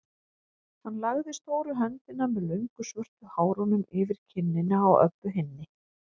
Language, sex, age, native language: Icelandic, female, 30-39, Icelandic